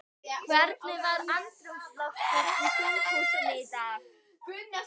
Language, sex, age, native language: Icelandic, female, 12, Icelandic